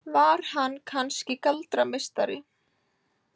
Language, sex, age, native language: Icelandic, female, 18-19, Icelandic